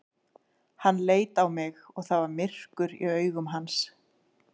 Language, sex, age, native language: Icelandic, female, 30-39, Icelandic